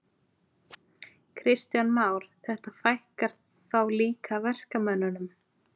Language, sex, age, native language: Icelandic, female, 20-29, Icelandic